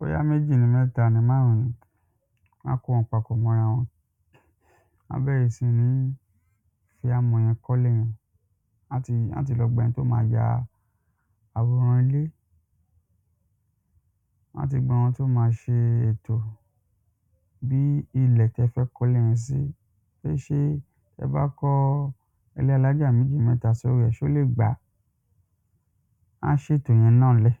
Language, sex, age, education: Yoruba, male, 30-45, secondary